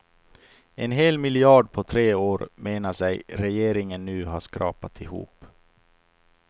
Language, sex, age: Swedish, male, 28